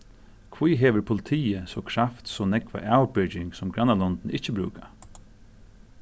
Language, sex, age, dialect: Faroese, male, 36-60, Suðurstreymoy